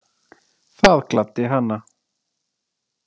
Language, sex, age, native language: Icelandic, male, 20-29, Icelandic